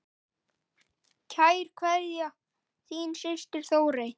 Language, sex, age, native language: Icelandic, male, 9, Icelandic